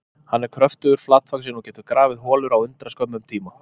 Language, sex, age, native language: Icelandic, male, 30-39, Icelandic